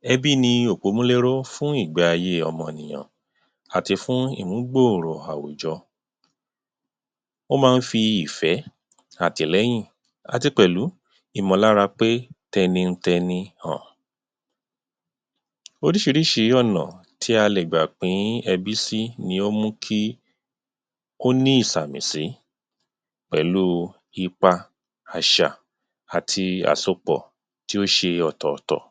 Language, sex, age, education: Yoruba, male, 30-45, tertiary